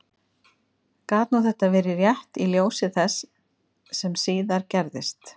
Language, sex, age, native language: Icelandic, female, 50-59, Icelandic